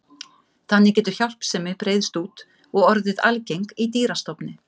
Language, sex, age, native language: Icelandic, female, 50-59, Icelandic